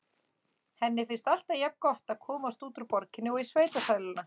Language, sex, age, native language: Icelandic, female, 30-39, Icelandic